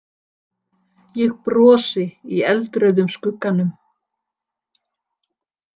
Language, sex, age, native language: Icelandic, female, 60-69, Icelandic